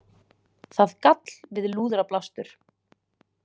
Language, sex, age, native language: Icelandic, female, 20-29, Icelandic